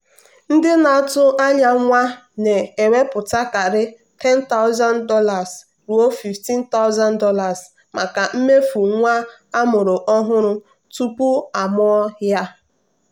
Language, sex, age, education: Igbo, female, 15-29, tertiary